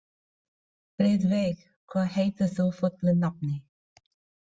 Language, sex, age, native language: Icelandic, female, 40-49, Filipino